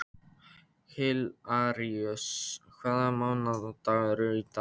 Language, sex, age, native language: Icelandic, male, 13, Polish